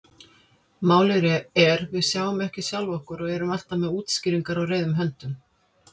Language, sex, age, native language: Icelandic, female, 50-59, Icelandic